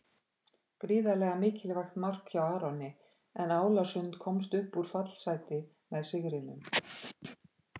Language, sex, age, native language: Icelandic, female, 50-59, Icelandic